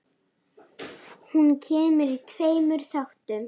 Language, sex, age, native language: Icelandic, female, 9, Icelandic